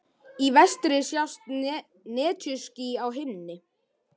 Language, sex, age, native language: Icelandic, male, 12, Icelandic